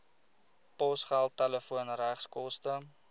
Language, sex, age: Afrikaans, male, 20